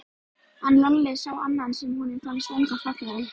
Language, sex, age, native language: Icelandic, female, 13, Icelandic